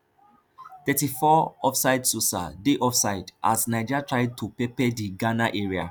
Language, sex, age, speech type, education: Nigerian Pidgin, male, 15-29, spontaneous, tertiary